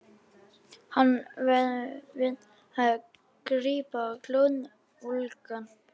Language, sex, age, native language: Icelandic, male, 12, Icelandic